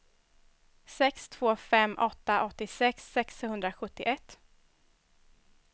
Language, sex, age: Swedish, female, 21